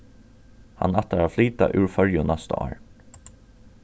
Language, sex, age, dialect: Faroese, male, 36-60, Norðurstreymoy/Eysturoy